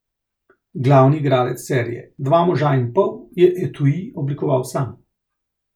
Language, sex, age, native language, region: Slovenian, male, 30-49, Slovenian, Central Slovenia